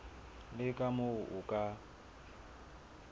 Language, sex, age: Southern Sotho, male, 24